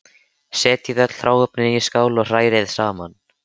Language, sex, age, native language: Icelandic, male, 13, Icelandic